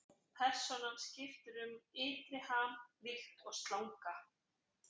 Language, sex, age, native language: Icelandic, female, 40-49, Icelandic